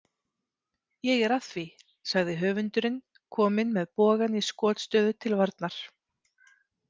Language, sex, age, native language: Icelandic, female, 30-39, Icelandic